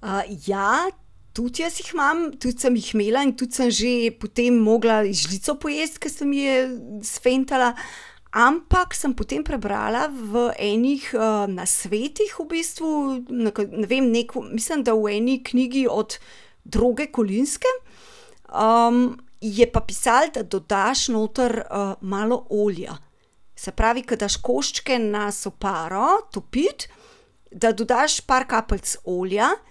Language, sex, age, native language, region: Slovenian, female, 30-49, Slovenian, Central Slovenia